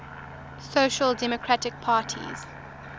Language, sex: English, female